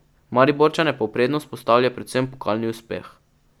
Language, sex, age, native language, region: Slovenian, male, 12-17, Slovenian, Pomurje region